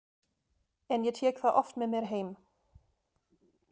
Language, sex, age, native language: Icelandic, female, 30-39, German